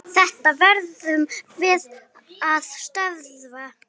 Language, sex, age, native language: Icelandic, female, 9, Icelandic